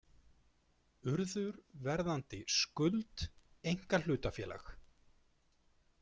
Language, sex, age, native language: Icelandic, male, 40-49, Icelandic